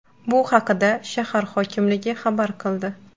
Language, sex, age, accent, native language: Uzbek, female, 18-24, Qashqadaryo, Uzbek